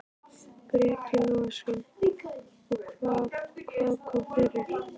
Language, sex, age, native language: Icelandic, female, 11, Icelandic